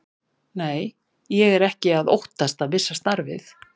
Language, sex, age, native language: Icelandic, female, 50-59, Icelandic